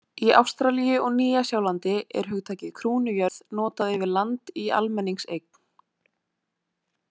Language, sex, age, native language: Icelandic, female, 18-19, Icelandic